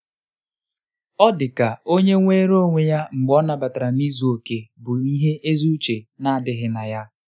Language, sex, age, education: Igbo, male, 15-29, tertiary